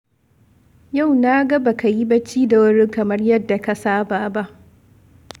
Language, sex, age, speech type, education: Hausa, female, 15-29, read, secondary